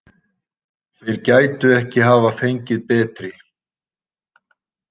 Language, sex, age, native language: Icelandic, male, 60-69, Icelandic